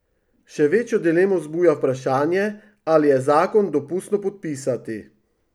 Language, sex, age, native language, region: Slovenian, male, 50-59, Slovenian, Drava region